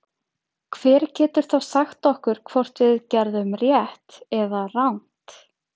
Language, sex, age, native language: Icelandic, female, 30-39, Icelandic